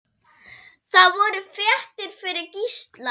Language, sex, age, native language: Icelandic, female, 8, Icelandic